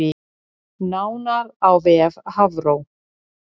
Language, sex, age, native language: Icelandic, female, 60-69, Icelandic